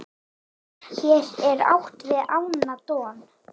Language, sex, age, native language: Icelandic, female, 8, Icelandic